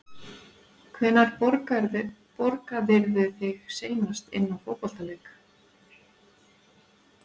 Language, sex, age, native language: Icelandic, female, 40-49, Icelandic